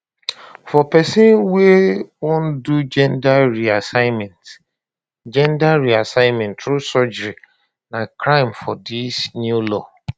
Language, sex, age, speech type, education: Nigerian Pidgin, male, 30-45, spontaneous, tertiary